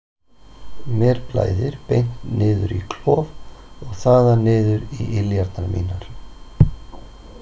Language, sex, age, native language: Icelandic, male, 40-49, Icelandic